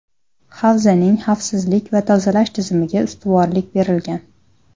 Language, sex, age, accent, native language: Uzbek, female, 19-29, Namangan, Uzbek